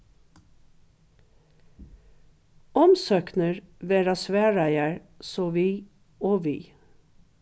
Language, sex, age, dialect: Faroese, female, 61+, Norðuroyggjar